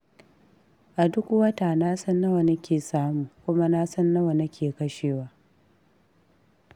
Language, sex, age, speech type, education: Hausa, female, 15-29, read, tertiary